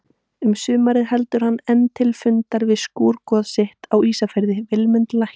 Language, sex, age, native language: Icelandic, female, 18-19, Icelandic